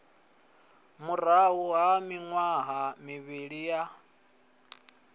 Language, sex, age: Venda, male, 20